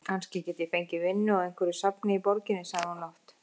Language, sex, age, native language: Icelandic, female, 50-59, Icelandic